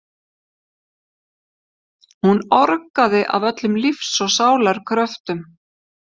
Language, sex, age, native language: Icelandic, female, 50-59, Icelandic